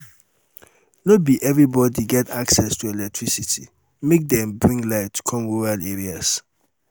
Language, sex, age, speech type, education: Nigerian Pidgin, male, 30-45, spontaneous, tertiary